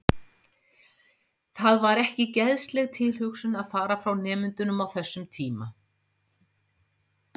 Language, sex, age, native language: Icelandic, female, 50-59, Icelandic